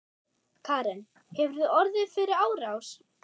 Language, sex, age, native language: Icelandic, male, 6, German